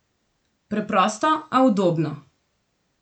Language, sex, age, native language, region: Slovenian, female, 18-29, Slovenian, Gorenjska region